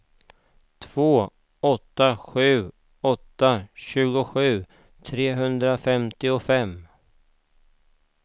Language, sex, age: Swedish, male, 49